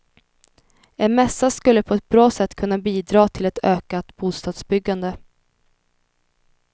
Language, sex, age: Swedish, female, 21